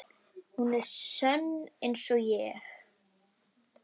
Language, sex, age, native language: Icelandic, female, 10, Icelandic